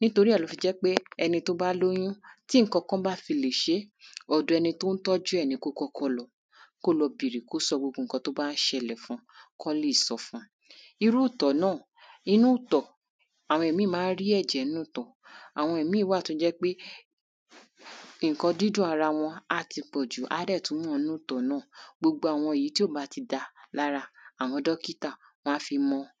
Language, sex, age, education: Yoruba, female, 30-45, tertiary